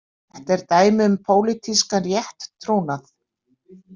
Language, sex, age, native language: Icelandic, female, 60-69, Icelandic